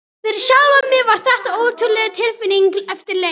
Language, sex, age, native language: Icelandic, male, 18-19, Icelandic